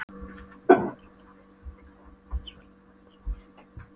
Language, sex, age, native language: Icelandic, female, 12, Polish